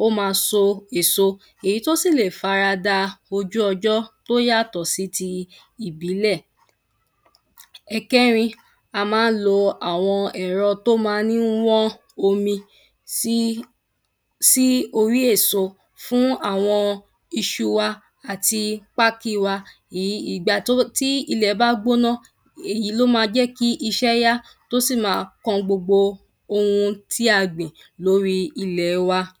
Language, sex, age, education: Yoruba, female, 15-29, primary